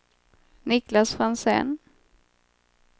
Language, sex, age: Swedish, female, 25